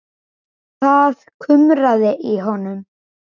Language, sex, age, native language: Icelandic, male, 10, Icelandic